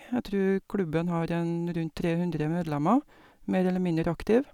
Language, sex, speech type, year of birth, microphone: Norwegian, female, spontaneous, 1961, Sennheiser